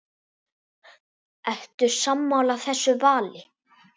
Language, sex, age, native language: Icelandic, female, 7, Icelandic